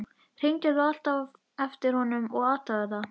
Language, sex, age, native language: Icelandic, female, 13, Icelandic